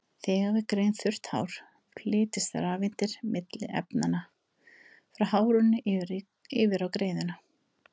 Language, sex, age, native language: Icelandic, female, 30-39, Icelandic